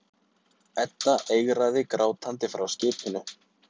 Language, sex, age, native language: Icelandic, male, 30-39, Icelandic